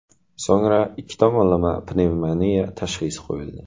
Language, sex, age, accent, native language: Uzbek, male, 18-24, Qashqadaryo, Uzbek